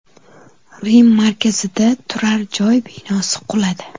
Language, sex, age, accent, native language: Uzbek, female, 18-24, Namangan, Uzbek